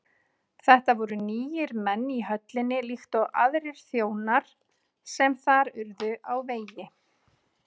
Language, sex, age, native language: Icelandic, female, 30-39, Icelandic